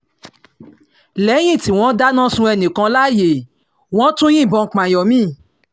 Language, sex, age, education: Yoruba, female, 30-45, tertiary